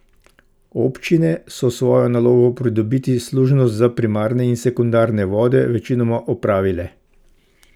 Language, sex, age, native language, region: Slovenian, male, 50-59, Slovenian, Central Slovenia